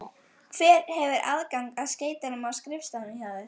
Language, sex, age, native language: Icelandic, female, 12, Icelandic